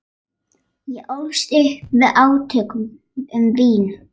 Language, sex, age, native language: Icelandic, female, 11, Icelandic